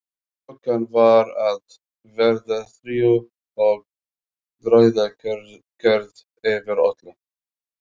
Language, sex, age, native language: Icelandic, male, 40-49, Arabic